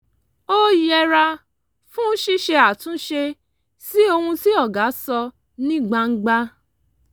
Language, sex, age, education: Yoruba, female, 30-45, tertiary